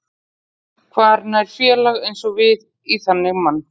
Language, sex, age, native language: Icelandic, female, 40-49, Icelandic